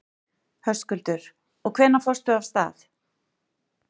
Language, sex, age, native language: Icelandic, female, 40-49, Icelandic